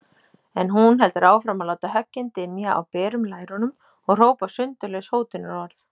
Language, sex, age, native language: Icelandic, female, 30-39, Icelandic